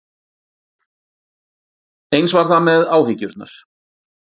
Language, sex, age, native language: Icelandic, male, 40-49, Icelandic